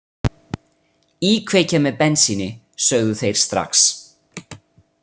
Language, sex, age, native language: Icelandic, male, 30-39, Italian